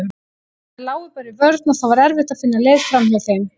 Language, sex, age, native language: Icelandic, female, 18-19, Icelandic